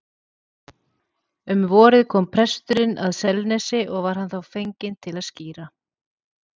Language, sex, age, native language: Icelandic, female, 40-49, Icelandic